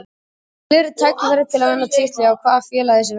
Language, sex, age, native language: Icelandic, male, 18-19, Icelandic